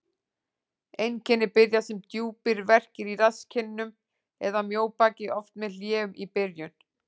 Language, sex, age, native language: Icelandic, female, 40-49, Icelandic